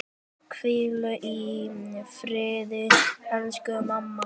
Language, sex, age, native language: Icelandic, male, 10, Icelandic